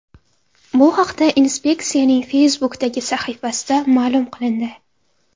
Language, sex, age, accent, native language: Uzbek, female, 12-17, Andijon, Uzbek